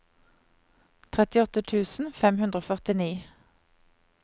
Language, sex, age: Norwegian, female, 50